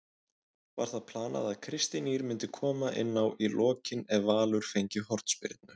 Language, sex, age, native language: Icelandic, male, 20-29, Icelandic